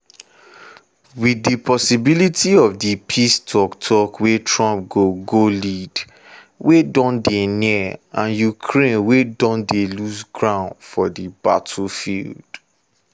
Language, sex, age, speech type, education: Nigerian Pidgin, male, 15-29, spontaneous, tertiary